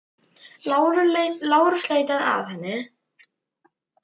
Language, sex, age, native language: Icelandic, female, 9, Icelandic